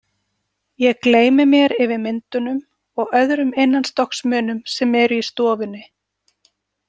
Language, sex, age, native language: Icelandic, female, 40-49, Icelandic